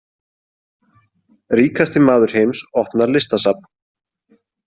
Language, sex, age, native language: Icelandic, male, 20-29, Icelandic